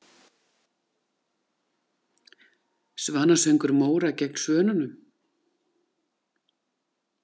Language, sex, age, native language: Icelandic, female, 40-49, Icelandic